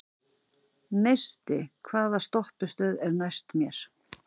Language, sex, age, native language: Icelandic, female, 40-49, Icelandic